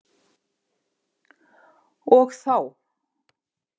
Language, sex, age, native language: Icelandic, female, 50-59, Icelandic